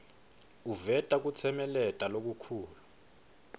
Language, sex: Swati, male